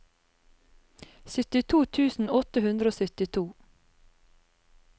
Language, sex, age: Norwegian, female, 30